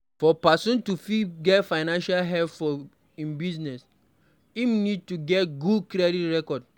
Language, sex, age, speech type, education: Nigerian Pidgin, male, 46-60, read, primary